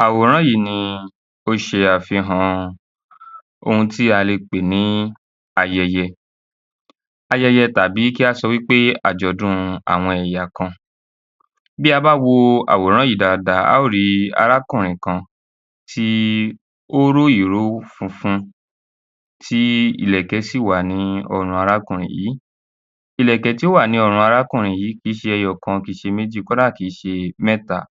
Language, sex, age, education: Yoruba, male, 15-29, tertiary